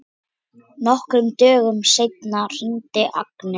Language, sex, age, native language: Icelandic, female, 10, Icelandic